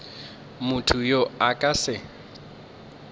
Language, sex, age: Northern Sotho, male, 24